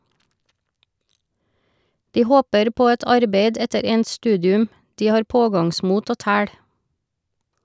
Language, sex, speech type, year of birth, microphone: Norwegian, female, read, 1971, Shure